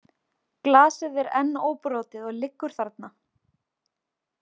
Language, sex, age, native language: Icelandic, female, 20-29, Icelandic